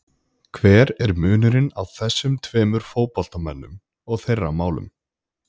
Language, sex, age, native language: Icelandic, male, 20-29, Icelandic